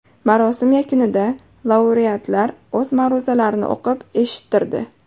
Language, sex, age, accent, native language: Uzbek, female, 18-24, Farg'ona, Uzbek